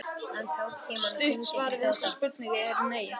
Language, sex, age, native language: Icelandic, female, 50-59, Icelandic